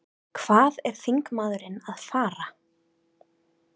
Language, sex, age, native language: Icelandic, female, 30-39, Icelandic